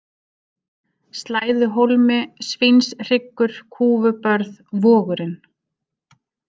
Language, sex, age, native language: Icelandic, female, 30-39, Icelandic